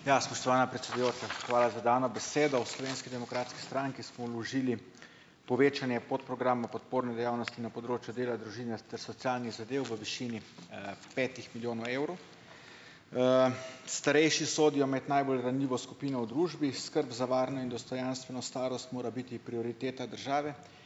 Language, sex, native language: Slovenian, male, Slovenian